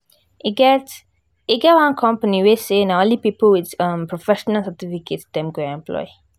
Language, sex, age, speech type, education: Nigerian Pidgin, female, 15-29, spontaneous, tertiary